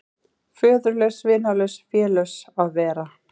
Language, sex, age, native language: Icelandic, female, 30-39, Icelandic